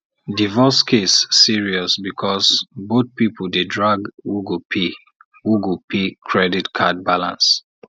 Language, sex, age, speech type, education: Nigerian Pidgin, male, 30-45, spontaneous, tertiary